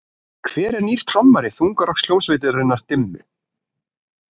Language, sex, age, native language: Icelandic, male, 20-29, Icelandic